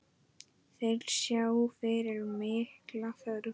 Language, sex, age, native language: Icelandic, male, 9, Icelandic